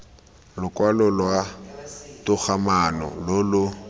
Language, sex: Tswana, male